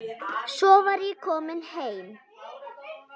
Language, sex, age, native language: Icelandic, female, 10, Icelandic